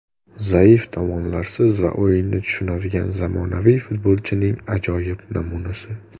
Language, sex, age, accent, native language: Uzbek, male, 19-29, Sirdaryo, Uzbek